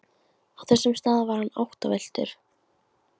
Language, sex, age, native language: Icelandic, female, 15, Icelandic